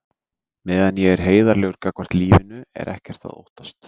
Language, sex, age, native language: Icelandic, male, 30-39, Icelandic